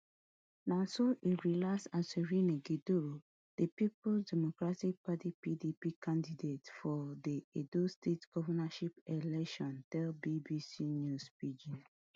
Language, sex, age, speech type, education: Nigerian Pidgin, female, 30-45, spontaneous, tertiary